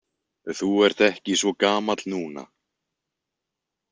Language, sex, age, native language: Icelandic, male, 20-29, Icelandic